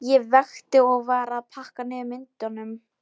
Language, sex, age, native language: Icelandic, female, 11, Polish